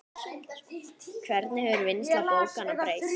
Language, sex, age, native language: Icelandic, male, 9, Icelandic